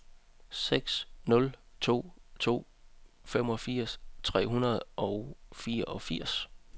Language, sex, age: Danish, male, 30